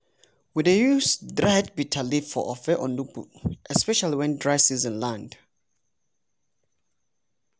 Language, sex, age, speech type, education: Nigerian Pidgin, male, 30-45, spontaneous, tertiary